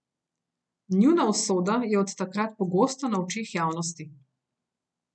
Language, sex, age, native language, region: Slovenian, female, 30-49, Slovenian, Gorenjska region